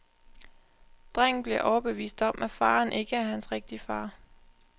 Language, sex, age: Danish, female, 20